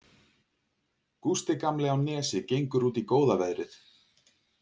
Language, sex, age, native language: Icelandic, male, 40-49, Icelandic